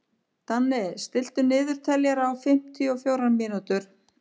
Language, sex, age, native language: Icelandic, female, 50-59, Icelandic